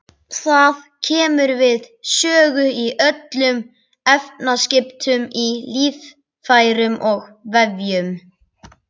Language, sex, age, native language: Icelandic, male, 17, Icelandic